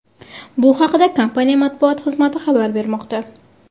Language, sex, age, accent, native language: Uzbek, female, 18-24, Farg'ona, Uzbek